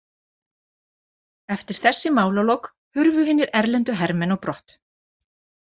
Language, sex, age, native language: Icelandic, female, 40-49, Icelandic